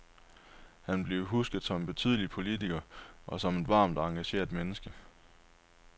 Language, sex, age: Danish, male, 23